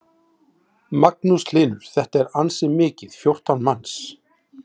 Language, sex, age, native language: Icelandic, male, 40-49, Icelandic